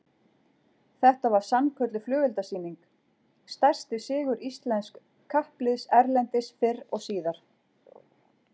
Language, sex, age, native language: Icelandic, female, 40-49, Icelandic